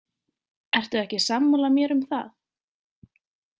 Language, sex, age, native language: Icelandic, female, 20-29, Icelandic